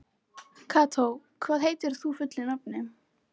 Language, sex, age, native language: Icelandic, female, 14, Icelandic